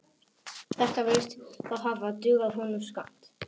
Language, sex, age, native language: Icelandic, male, 18-19, Polish